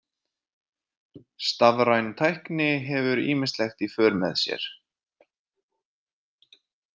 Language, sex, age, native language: Icelandic, male, 30-39, Icelandic